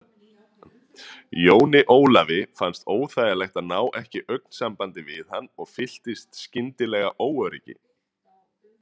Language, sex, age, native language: Icelandic, male, 30-39, Icelandic